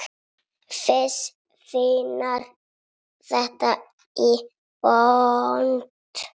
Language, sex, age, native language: Icelandic, male, 6, Italian